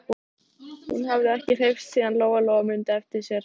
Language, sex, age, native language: Icelandic, female, 13, Icelandic